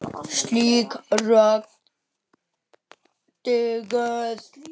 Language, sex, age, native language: Icelandic, male, 9, Icelandic